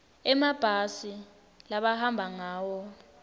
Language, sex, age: Swati, female, 19